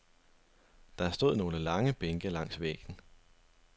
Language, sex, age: Danish, male, 25